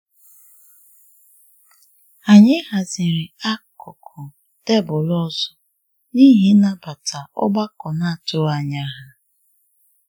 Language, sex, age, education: Igbo, male, 15-29, tertiary